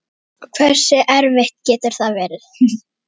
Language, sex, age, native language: Icelandic, female, 8, Icelandic